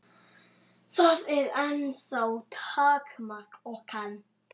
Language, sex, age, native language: Icelandic, male, 7, Icelandic